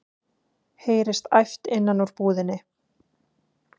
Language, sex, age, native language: Icelandic, female, 20-29, Icelandic